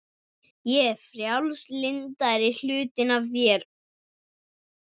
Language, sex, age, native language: Icelandic, male, 12, Icelandic